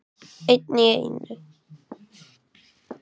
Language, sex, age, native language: Icelandic, male, 8, Icelandic